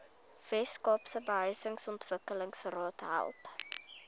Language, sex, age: Afrikaans, female, 21